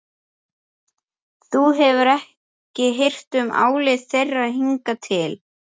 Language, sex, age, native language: Icelandic, male, 11, Icelandic